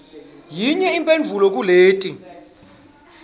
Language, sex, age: Swati, male, 26